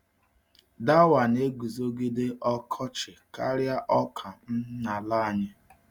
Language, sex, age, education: Igbo, male, 46-60, tertiary